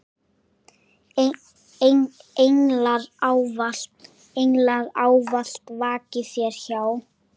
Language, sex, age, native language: Icelandic, male, 8, Icelandic